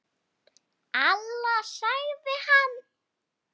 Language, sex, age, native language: Icelandic, female, 7, Icelandic